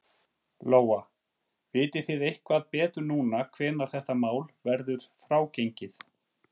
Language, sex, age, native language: Icelandic, male, 40-49, Icelandic